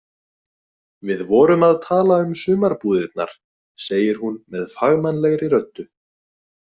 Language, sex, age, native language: Icelandic, male, 20-29, Icelandic